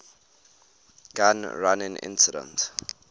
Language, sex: English, male